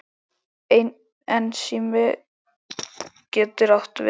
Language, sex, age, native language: Icelandic, male, 10, Icelandic